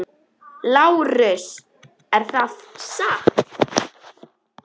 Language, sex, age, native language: Icelandic, female, 10, Icelandic